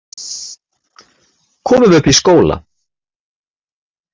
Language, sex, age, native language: Icelandic, male, 30-39, Icelandic